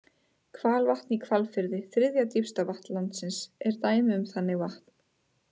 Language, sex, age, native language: Icelandic, female, 30-39, Icelandic